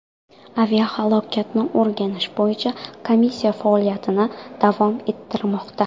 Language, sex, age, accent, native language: Uzbek, female, 19-29, Qoraqalpog'iston, Karakalpak